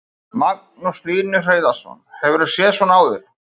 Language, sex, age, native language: Icelandic, male, 50-59, Icelandic